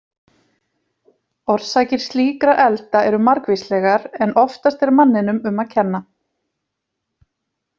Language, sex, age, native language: Icelandic, female, 30-39, Icelandic